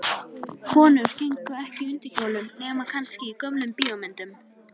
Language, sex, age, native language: Icelandic, female, 13, Icelandic